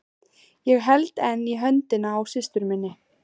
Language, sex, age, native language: Icelandic, female, 15, Icelandic